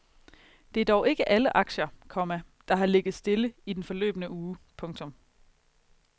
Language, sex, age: Danish, female, 22